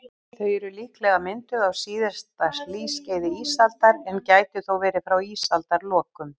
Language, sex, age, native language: Icelandic, female, 60-69, Icelandic